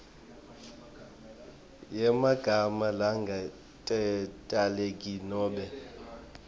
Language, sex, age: Swati, male, 23